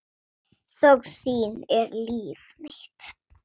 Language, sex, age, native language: Icelandic, female, 7, Swedish